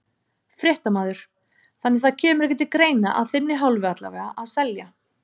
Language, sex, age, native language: Icelandic, female, 30-39, Icelandic